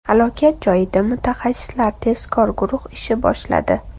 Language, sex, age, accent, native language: Uzbek, female, 25-34, Toshkent shahri, Uzbek